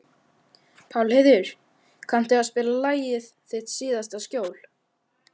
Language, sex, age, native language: Icelandic, male, 11, Icelandic